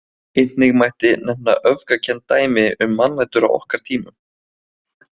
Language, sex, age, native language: Icelandic, male, 20-29, Icelandic